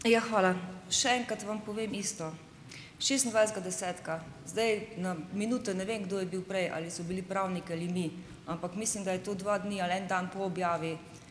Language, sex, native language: Slovenian, female, Slovenian